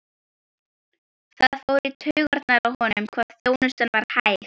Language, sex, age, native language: Icelandic, female, 12, Icelandic